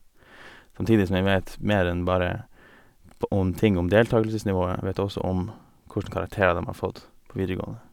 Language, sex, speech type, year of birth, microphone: Norwegian, male, spontaneous, 1988, Sennheiser